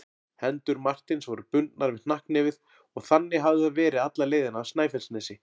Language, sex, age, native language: Icelandic, male, 40-49, Icelandic